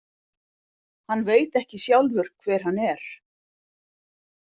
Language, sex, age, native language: Icelandic, female, 50-59, Icelandic